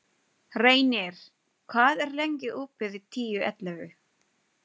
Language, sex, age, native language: Icelandic, female, 20-29, Filipino